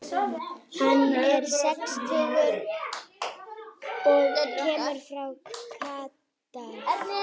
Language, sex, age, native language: Icelandic, female, 18-19, Icelandic